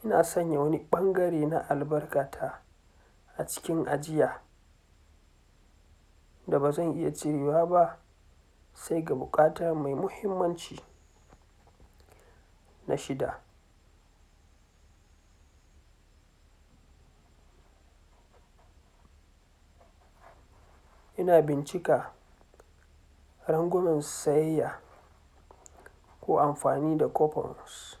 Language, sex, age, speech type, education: Hausa, male, 46-60, spontaneous, tertiary